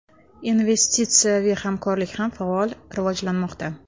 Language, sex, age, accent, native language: Uzbek, female, 25-34, Toshkent shahri, Uzbek